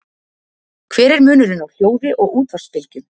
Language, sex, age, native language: Icelandic, female, 50-59, Icelandic